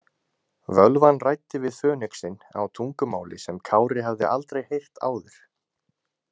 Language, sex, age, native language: Icelandic, male, 20-29, Icelandic